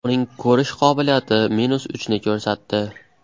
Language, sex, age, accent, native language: Uzbek, male, 12-17, Andijon, Uzbek